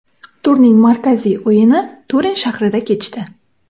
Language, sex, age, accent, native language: Uzbek, female, 18-24, Samarqand, Uzbek